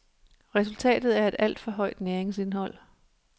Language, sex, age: Danish, female, 37